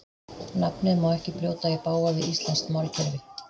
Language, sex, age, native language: Icelandic, female, 50-59, Icelandic